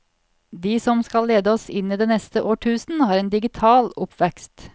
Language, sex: Norwegian, female